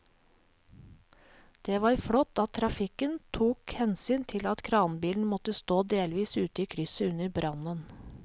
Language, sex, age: Norwegian, female, 37